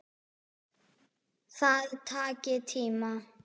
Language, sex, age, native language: Icelandic, female, 10, Icelandic